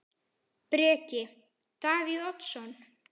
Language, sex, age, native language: Icelandic, male, 10, Icelandic